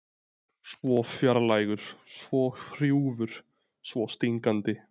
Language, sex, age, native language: Icelandic, male, 20-29, Icelandic